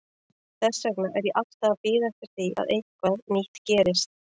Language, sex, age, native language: Icelandic, female, 40-49, Icelandic